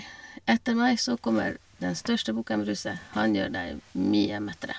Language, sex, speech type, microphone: Norwegian, female, spontaneous, Shure